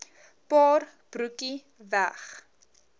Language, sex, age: Afrikaans, female, 20